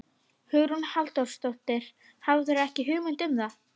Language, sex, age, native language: Icelandic, female, 30-39, Icelandic